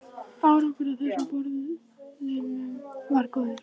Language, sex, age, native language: Icelandic, male, 11, Icelandic